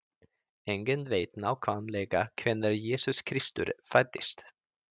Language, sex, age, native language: Icelandic, male, 30-39, Icelandic